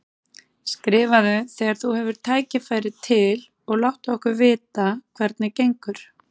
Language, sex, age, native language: Icelandic, female, 30-39, Icelandic